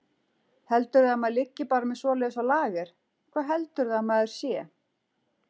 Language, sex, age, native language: Icelandic, female, 40-49, Icelandic